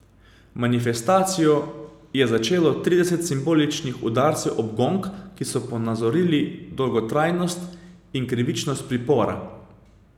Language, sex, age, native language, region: Slovenian, male, 30-49, Slovenian, Savinja region